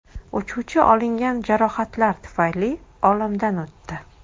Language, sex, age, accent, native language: Uzbek, female, 25-34, Toshkent shahri, Uzbek